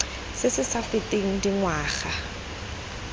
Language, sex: Tswana, female